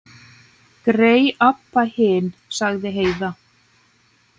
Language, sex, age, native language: Icelandic, female, 9, Icelandic